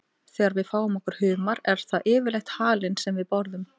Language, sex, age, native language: Icelandic, female, 18-19, Icelandic